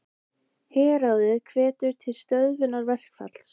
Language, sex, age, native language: Icelandic, female, 20-29, Icelandic